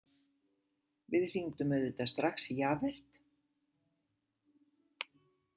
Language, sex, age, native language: Icelandic, female, 70-79, Icelandic